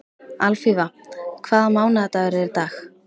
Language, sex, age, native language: Icelandic, female, 13, Icelandic